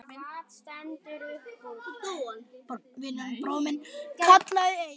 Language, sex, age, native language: Icelandic, other, 10, Icelandic